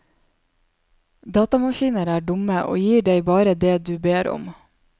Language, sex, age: Norwegian, female, 27